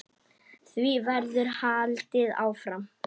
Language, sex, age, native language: Icelandic, male, 8, Icelandic